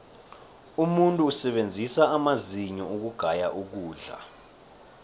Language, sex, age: South Ndebele, male, 23